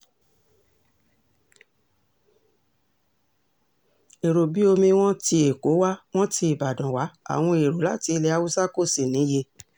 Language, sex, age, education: Yoruba, female, 60+, tertiary